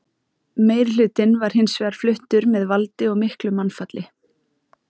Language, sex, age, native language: Icelandic, female, 30-39, Icelandic